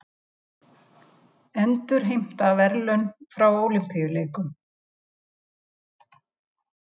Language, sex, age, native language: Icelandic, female, 70-79, Icelandic